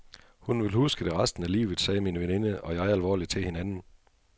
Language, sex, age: Danish, male, 42